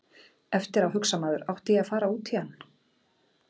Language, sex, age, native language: Icelandic, female, 40-49, Icelandic